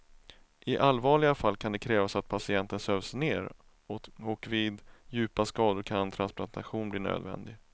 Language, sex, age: Swedish, male, 31